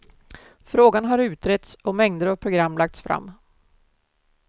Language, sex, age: Swedish, female, 47